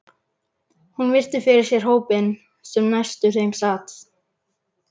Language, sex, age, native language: Icelandic, male, 11, Icelandic